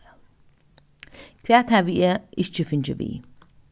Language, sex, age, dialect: Faroese, female, 15-35, Norðuroyggjar